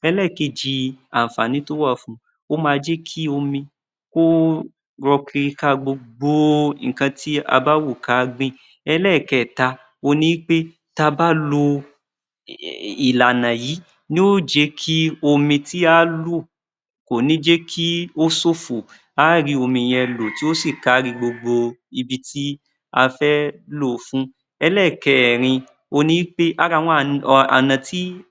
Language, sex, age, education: Yoruba, male, 30-45, tertiary